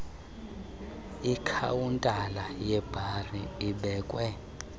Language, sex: Xhosa, male